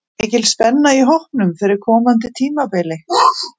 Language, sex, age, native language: Icelandic, female, 40-49, Icelandic